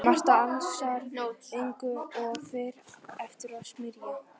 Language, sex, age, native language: Icelandic, female, 11, Icelandic